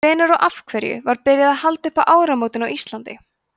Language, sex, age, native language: Icelandic, female, 20-29, Icelandic